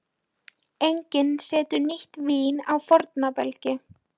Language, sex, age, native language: Icelandic, female, 13, Polish